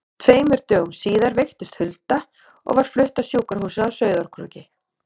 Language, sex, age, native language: Icelandic, female, 30-39, Icelandic